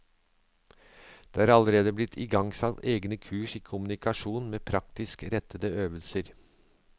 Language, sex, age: Norwegian, male, 63